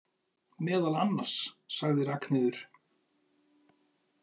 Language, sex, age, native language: Icelandic, male, 40-49, Icelandic